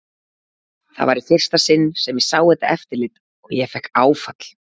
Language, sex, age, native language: Icelandic, female, 40-49, Icelandic